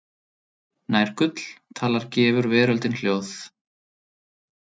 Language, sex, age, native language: Icelandic, male, 30-39, Icelandic